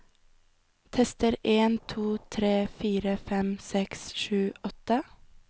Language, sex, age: Norwegian, female, 20